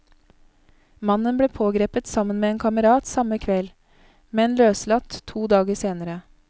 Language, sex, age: Norwegian, female, 31